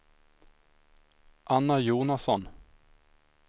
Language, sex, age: Swedish, male, 25